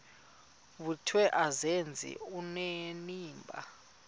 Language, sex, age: Xhosa, male, 35